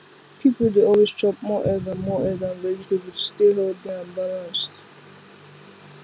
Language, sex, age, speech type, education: Nigerian Pidgin, female, 15-29, spontaneous, tertiary